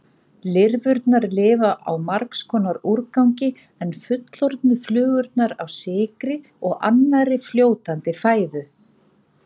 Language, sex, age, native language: Icelandic, female, 40-49, Icelandic